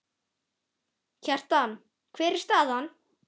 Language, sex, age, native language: Icelandic, male, 10, Icelandic